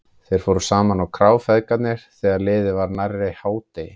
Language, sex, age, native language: Icelandic, male, 30-39, Icelandic